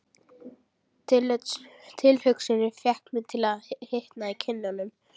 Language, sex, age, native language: Icelandic, female, 12, Icelandic